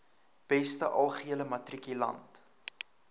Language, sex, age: Afrikaans, male, 19